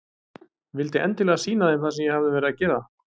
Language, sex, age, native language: Icelandic, male, 30-39, Icelandic